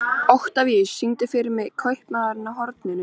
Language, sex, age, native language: Icelandic, female, 13, Icelandic